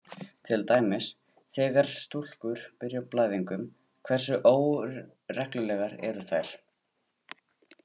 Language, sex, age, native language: Icelandic, male, 18-19, Icelandic